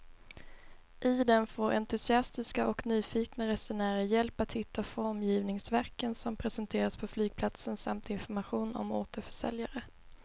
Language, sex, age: Swedish, female, 22